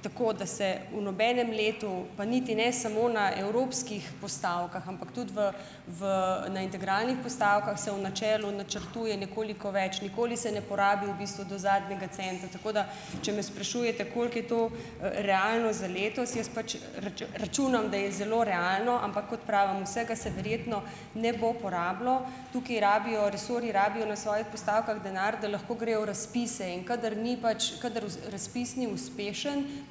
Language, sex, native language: Slovenian, female, Slovenian